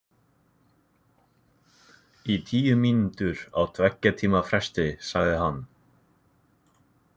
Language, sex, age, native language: Icelandic, male, 20-29, Icelandic